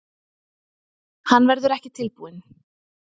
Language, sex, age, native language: Icelandic, female, 30-39, Icelandic